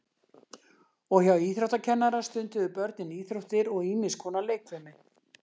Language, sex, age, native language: Icelandic, female, 60-69, Icelandic